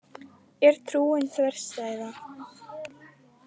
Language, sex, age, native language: Icelandic, female, 20-29, Icelandic